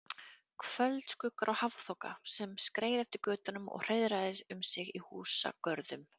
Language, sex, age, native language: Icelandic, female, 30-39, Icelandic